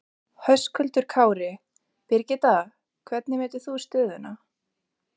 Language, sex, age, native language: Icelandic, female, 20-29, Icelandic